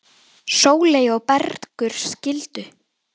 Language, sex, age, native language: Icelandic, female, 10, Icelandic